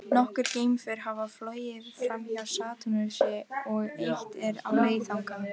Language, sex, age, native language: Icelandic, female, 18-19, Icelandic